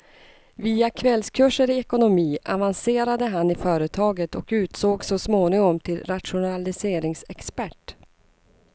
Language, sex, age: Swedish, female, 39